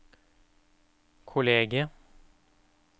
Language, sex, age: Norwegian, male, 31